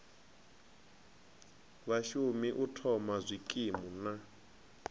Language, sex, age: Venda, male, 25